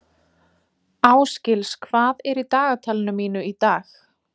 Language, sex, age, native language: Icelandic, female, 20-29, Icelandic